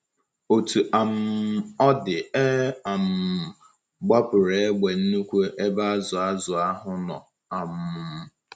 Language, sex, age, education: Igbo, male, 15-29, tertiary